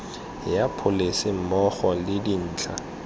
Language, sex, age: Tswana, male, 23